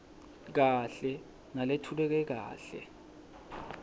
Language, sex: Swati, male